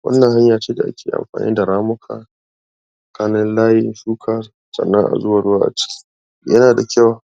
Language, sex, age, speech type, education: Hausa, male, 46-60, spontaneous, tertiary